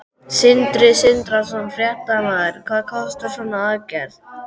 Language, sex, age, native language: Icelandic, male, 12, Icelandic